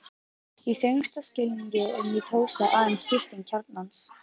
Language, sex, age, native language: Icelandic, female, 11, Icelandic